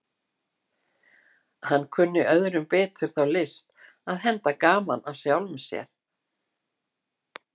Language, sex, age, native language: Icelandic, female, 60-69, Icelandic